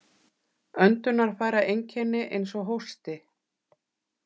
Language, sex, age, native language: Icelandic, female, 40-49, Icelandic